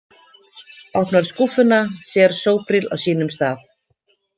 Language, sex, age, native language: Icelandic, female, 50-59, Icelandic